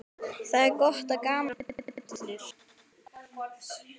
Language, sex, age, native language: Icelandic, female, 12, Icelandic